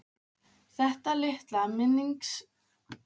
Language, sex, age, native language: Icelandic, female, 15, Icelandic